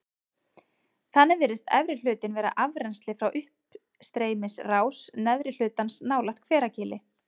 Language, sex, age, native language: Icelandic, female, 30-39, Icelandic